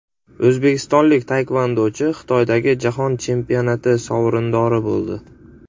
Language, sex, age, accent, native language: Uzbek, male, 18-24, Andijon, Uzbek